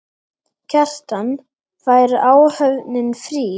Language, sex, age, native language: Icelandic, male, 8, Icelandic